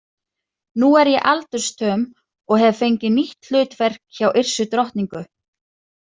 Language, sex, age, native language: Icelandic, female, 30-39, Icelandic